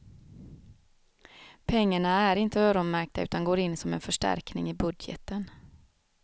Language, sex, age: Swedish, female, 36